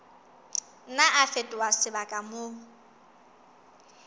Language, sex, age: Southern Sotho, female, 19